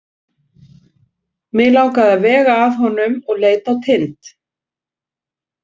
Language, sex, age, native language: Icelandic, female, 60-69, Icelandic